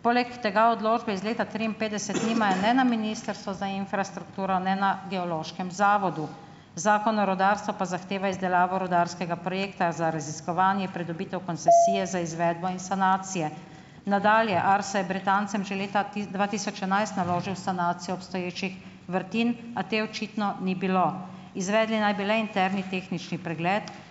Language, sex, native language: Slovenian, female, Slovenian